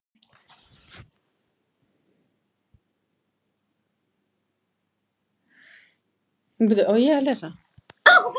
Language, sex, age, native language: Icelandic, female, 9, Icelandic